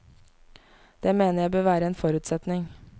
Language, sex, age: Norwegian, female, 19